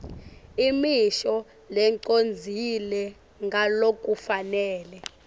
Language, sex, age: Swati, female, 18